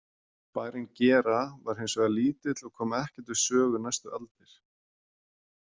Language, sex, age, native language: Icelandic, male, 40-49, Icelandic